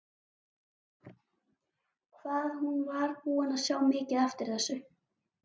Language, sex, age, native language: Icelandic, female, 11, Icelandic